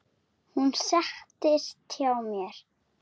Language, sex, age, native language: Icelandic, female, 7, Icelandic